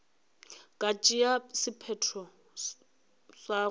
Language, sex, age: Northern Sotho, female, 21